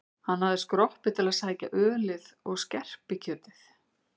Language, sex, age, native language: Icelandic, female, 50-59, Icelandic